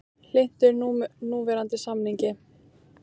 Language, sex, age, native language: Icelandic, female, 18-19, Icelandic